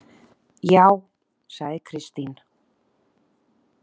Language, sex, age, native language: Icelandic, female, 30-39, Icelandic